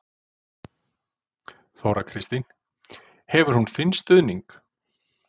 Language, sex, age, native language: Icelandic, male, 40-49, Icelandic